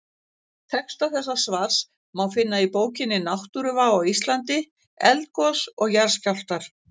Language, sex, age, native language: Icelandic, female, 60-69, Icelandic